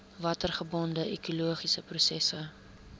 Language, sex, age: Afrikaans, female, 22